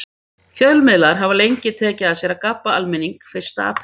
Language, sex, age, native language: Icelandic, female, 50-59, Icelandic